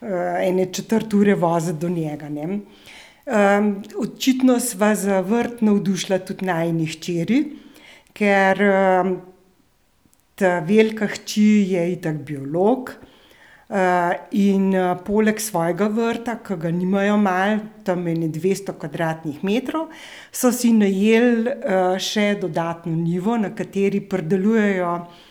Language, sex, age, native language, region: Slovenian, female, 60+, Slovenian, Central Slovenia